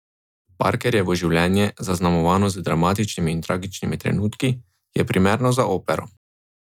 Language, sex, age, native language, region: Slovenian, male, 18-29, Slovenian, Drava region